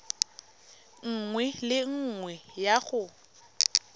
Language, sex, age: Tswana, female, 22